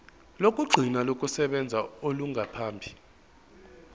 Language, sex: Zulu, male